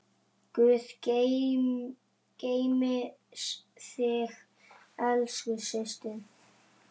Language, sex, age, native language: Icelandic, male, 7, Icelandic